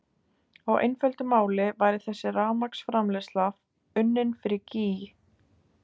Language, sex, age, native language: Icelandic, female, 20-29, Icelandic